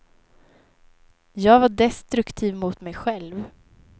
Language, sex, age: Swedish, female, 23